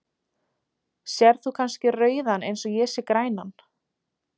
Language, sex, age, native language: Icelandic, female, 20-29, Icelandic